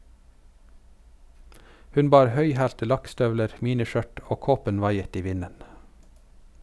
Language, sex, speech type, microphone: Norwegian, male, read, Sennheiser